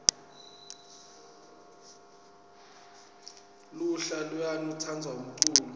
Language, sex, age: Swati, male, 26